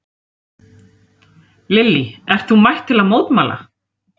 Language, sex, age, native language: Icelandic, female, 30-39, Icelandic